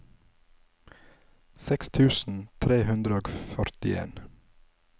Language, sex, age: Norwegian, male, 27